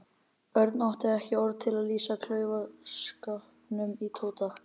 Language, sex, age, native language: Icelandic, male, 12, Icelandic